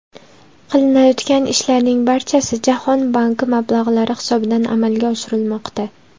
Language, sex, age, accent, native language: Uzbek, female, 19-29, Andijon, Uzbek